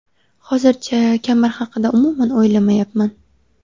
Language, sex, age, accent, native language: Uzbek, female, 18-24, Sirdaryo, Uzbek